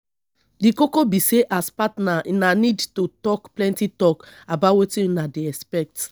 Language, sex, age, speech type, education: Nigerian Pidgin, female, 30-45, spontaneous, tertiary